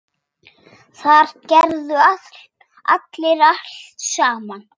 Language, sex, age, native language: Icelandic, female, 6, Icelandic